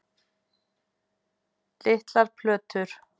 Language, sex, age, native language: Icelandic, female, 6, Icelandic